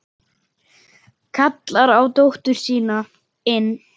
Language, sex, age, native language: Icelandic, male, 10, Icelandic